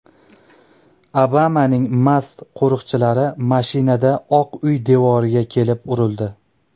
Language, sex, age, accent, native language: Uzbek, male, 19-29, Andijon, Uzbek